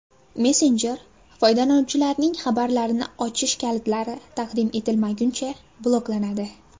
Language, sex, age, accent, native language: Uzbek, female, under 19, Farg'ona, Uzbek